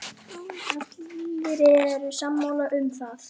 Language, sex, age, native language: Icelandic, female, 10, Icelandic